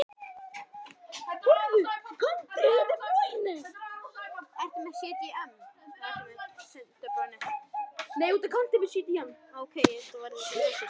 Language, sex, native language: Icelandic, male, Icelandic